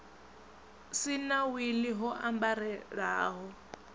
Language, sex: Venda, male